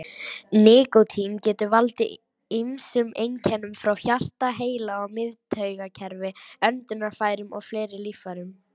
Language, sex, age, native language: Icelandic, female, 18-19, Icelandic